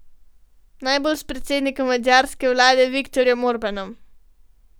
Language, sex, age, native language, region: Slovenian, female, 12-17, Slovenian, Gorenjska region